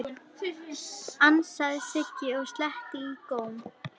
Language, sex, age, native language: Icelandic, female, 11, Icelandic